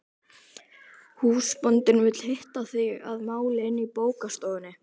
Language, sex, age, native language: Icelandic, male, 12, Icelandic